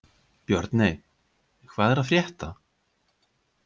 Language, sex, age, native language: Icelandic, male, 50-59, Icelandic